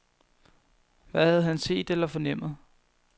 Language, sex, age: Danish, male, 21